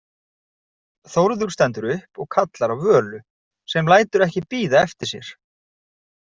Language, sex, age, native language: Icelandic, male, 40-49, Icelandic